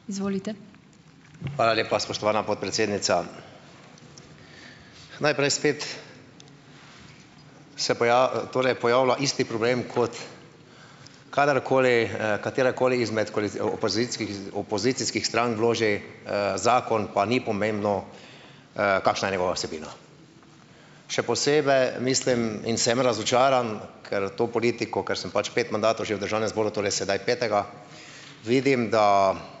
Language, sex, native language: Slovenian, male, Slovenian